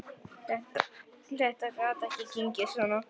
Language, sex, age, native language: Icelandic, male, 10, Icelandic